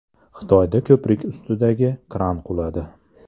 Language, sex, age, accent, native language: Uzbek, male, 35+, Andijon, Uzbek